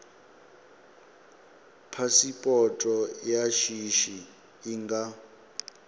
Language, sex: Venda, male